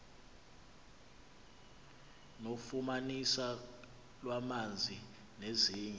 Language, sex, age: Xhosa, male, 26